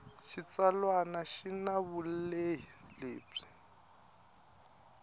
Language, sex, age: Tsonga, male, 21